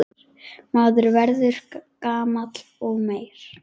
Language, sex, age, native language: Icelandic, male, 9, Icelandic